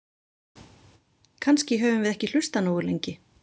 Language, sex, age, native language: Icelandic, female, 40-49, Icelandic